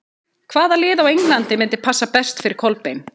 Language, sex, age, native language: Icelandic, female, 30-39, Icelandic